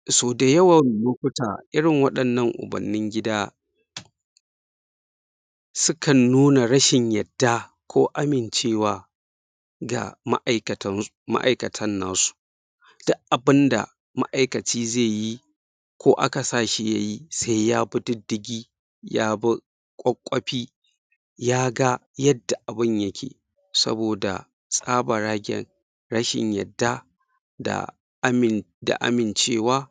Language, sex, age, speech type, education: Hausa, male, 30-45, spontaneous, secondary